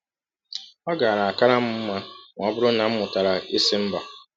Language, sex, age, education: Igbo, male, 15-29, tertiary